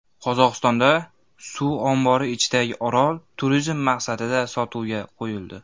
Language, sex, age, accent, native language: Uzbek, male, 19-29, Andijon, Uzbek